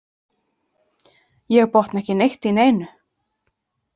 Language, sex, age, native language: Icelandic, female, 30-39, Icelandic